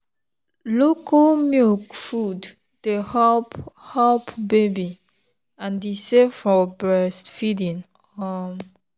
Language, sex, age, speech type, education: Nigerian Pidgin, female, 15-29, spontaneous, tertiary